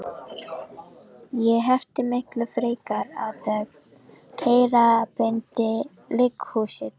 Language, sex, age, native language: Icelandic, female, 14, Icelandic